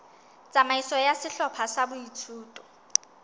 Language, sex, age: Southern Sotho, female, 19